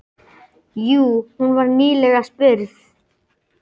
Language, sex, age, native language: Icelandic, male, 10, Icelandic